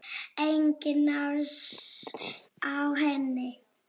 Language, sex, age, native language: Icelandic, female, 7, Polish